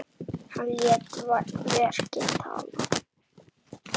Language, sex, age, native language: Icelandic, male, 7, Icelandic